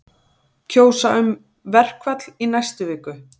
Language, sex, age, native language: Icelandic, female, 40-49, Icelandic